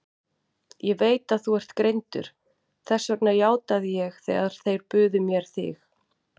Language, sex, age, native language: Icelandic, female, 40-49, Icelandic